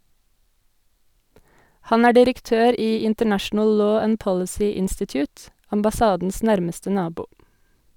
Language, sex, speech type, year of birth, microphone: Norwegian, female, read, 1986, Sennheiser